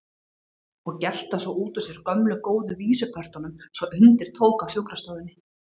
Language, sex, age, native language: Icelandic, female, 40-49, Icelandic